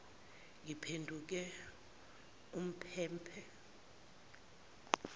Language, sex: Zulu, female